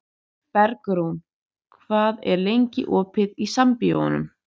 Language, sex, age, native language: Icelandic, female, 30-39, Icelandic